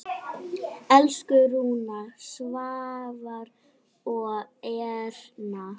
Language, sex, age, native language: Icelandic, female, 8, Icelandic